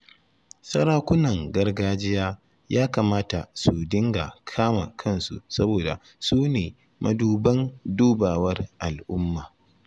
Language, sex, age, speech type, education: Hausa, male, 15-29, spontaneous, tertiary